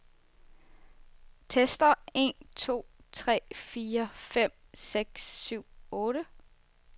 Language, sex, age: Danish, female, 24